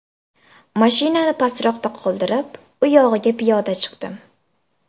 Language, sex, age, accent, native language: Uzbek, female, 18-24, Samarqand, Uzbek